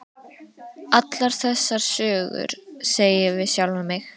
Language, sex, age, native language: Icelandic, female, 13, Icelandic